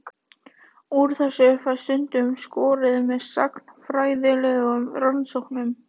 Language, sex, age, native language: Icelandic, female, 18-19, Icelandic